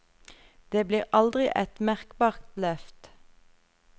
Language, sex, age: Norwegian, female, 33